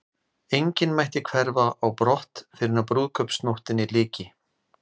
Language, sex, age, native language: Icelandic, male, 40-49, Icelandic